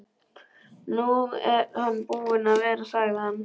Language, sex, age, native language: Icelandic, male, 12, Icelandic